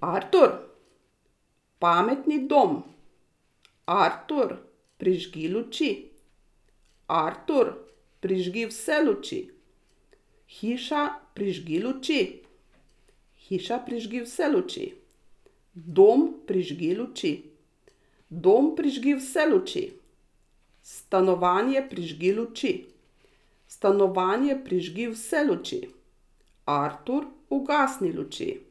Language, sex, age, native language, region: Slovenian, female, 60+, Slovenian, Savinja region